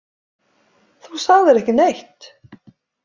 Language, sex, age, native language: Icelandic, female, 50-59, Icelandic